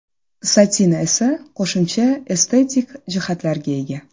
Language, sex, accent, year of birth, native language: Uzbek, female, Toshkent shahri, 1994, Uzbek